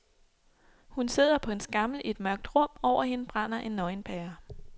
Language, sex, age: Danish, female, 26